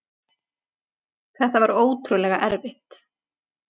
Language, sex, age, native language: Icelandic, female, 40-49, Icelandic